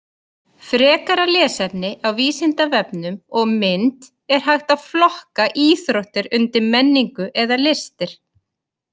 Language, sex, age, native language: Icelandic, female, 30-39, Icelandic